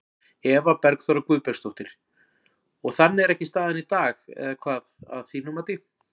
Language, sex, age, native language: Icelandic, male, 40-49, Icelandic